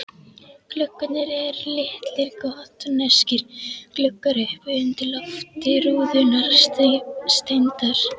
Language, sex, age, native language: Icelandic, female, 11, Icelandic